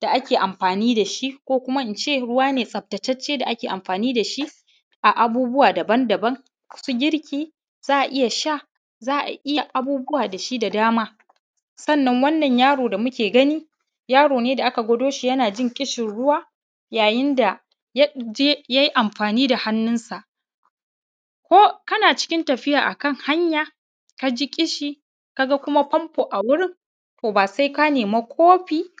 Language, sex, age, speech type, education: Hausa, male, 15-29, spontaneous, primary